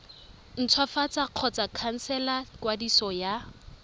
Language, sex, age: Tswana, female, 23